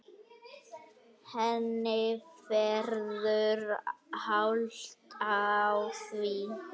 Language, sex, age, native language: Icelandic, male, 8, Icelandic